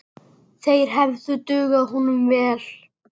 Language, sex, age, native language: Icelandic, male, 8, Icelandic